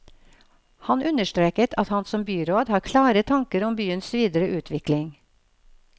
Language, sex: Norwegian, female